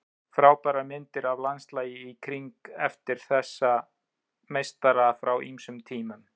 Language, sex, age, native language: Icelandic, male, 30-39, Icelandic